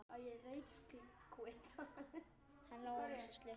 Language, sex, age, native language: Icelandic, male, 9, Icelandic